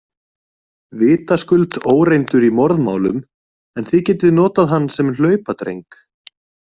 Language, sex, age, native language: Icelandic, male, 20-29, Icelandic